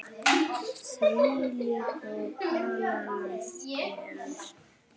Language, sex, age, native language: Icelandic, male, 8, Icelandic